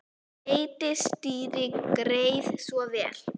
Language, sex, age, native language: Icelandic, female, 9, Icelandic